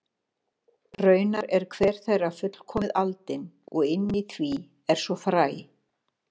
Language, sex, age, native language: Icelandic, female, 60-69, Icelandic